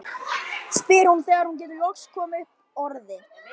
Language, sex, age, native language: Icelandic, male, 12, Icelandic